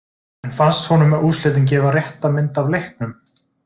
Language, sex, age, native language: Icelandic, male, 20-29, Icelandic